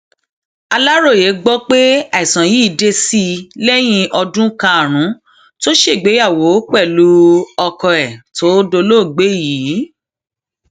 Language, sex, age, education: Yoruba, female, 30-45, tertiary